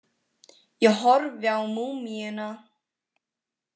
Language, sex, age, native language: Icelandic, female, 18-19, Icelandic